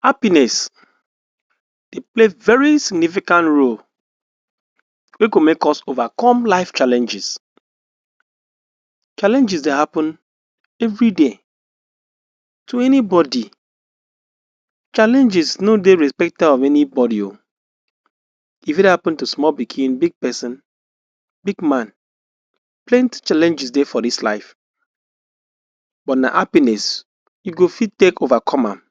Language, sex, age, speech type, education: Nigerian Pidgin, male, 60+, spontaneous, tertiary